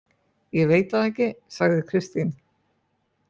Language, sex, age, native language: Icelandic, male, 20-29, Icelandic